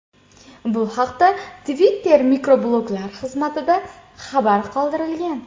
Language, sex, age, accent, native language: Uzbek, female, 18-24, Andijon, Uzbek